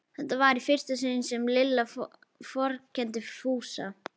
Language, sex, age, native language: Icelandic, female, 11, Icelandic